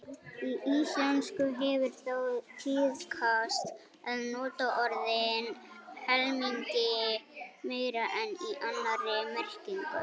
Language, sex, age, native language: Icelandic, female, 18-19, Icelandic